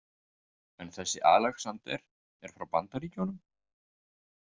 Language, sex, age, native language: Icelandic, male, 50-59, Icelandic